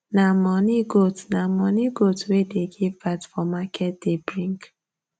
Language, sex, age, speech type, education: Nigerian Pidgin, female, 15-29, spontaneous, tertiary